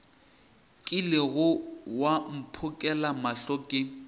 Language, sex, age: Northern Sotho, male, 23